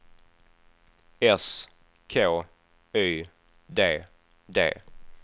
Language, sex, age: Swedish, male, 28